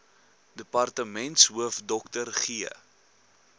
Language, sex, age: Afrikaans, male, 21